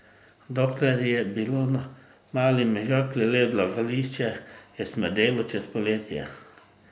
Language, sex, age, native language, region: Slovenian, male, 50-59, Slovenian, Drava region